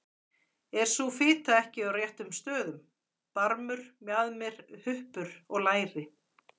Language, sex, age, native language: Icelandic, female, 40-49, Icelandic